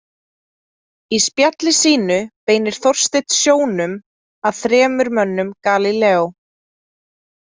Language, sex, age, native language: Icelandic, female, 20-29, Icelandic